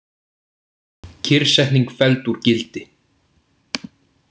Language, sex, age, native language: Icelandic, male, 18-19, Icelandic